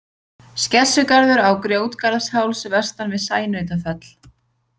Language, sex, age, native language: Icelandic, female, 20-29, Icelandic